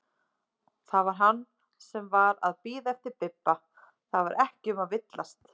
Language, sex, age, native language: Icelandic, female, 30-39, Icelandic